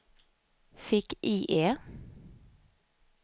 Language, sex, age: Swedish, female, 31